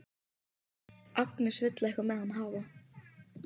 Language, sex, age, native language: Icelandic, female, 15, Icelandic